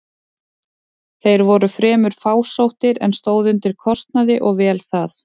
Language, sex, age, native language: Icelandic, female, 20-29, Icelandic